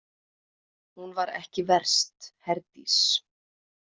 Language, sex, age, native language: Icelandic, female, 20-29, Icelandic